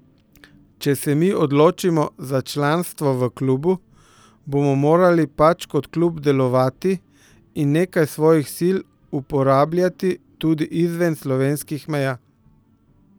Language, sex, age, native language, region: Slovenian, male, 50-59, Slovenian, Central Slovenia